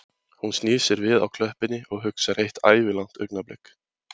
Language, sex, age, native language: Icelandic, male, 20-29, Icelandic